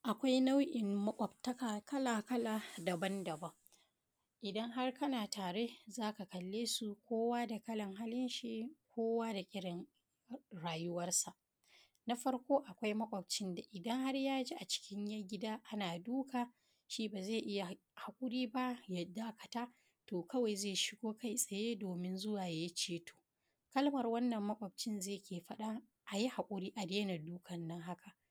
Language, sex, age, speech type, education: Hausa, female, 30-45, spontaneous, primary